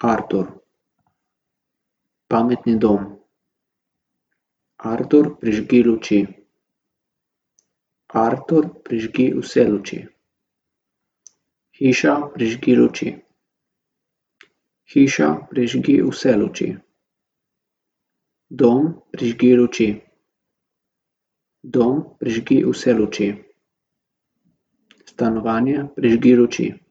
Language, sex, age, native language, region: Slovenian, male, 18-29, Slovenian, Gorica region